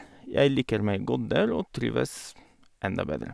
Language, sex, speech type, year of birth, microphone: Norwegian, male, spontaneous, 1985, Sennheiser